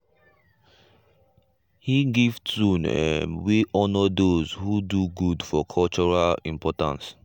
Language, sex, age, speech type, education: Nigerian Pidgin, male, 15-29, spontaneous, tertiary